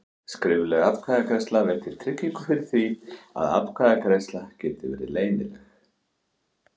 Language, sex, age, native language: Icelandic, male, 40-49, Icelandic